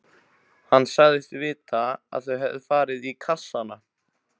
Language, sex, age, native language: Icelandic, male, 15, Icelandic